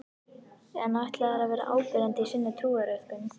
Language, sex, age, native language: Icelandic, female, 11, Icelandic